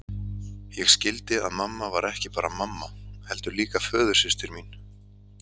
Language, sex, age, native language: Icelandic, male, 30-39, Icelandic